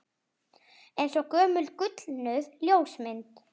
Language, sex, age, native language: Icelandic, female, 40-49, Icelandic